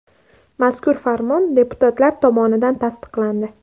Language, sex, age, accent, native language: Uzbek, female, 18-24, Andijon, Uzbek